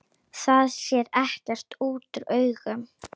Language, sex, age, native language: Icelandic, female, 9, Icelandic